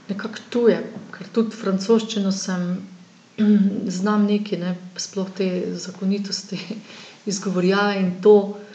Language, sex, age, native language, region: Slovenian, female, 50-59, Slovenian, Gorenjska region